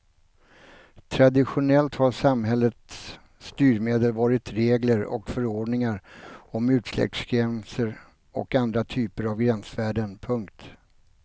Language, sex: Swedish, male